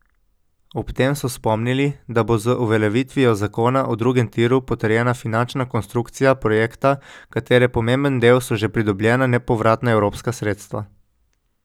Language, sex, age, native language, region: Slovenian, male, 18-29, Slovenian, Coastal Karst region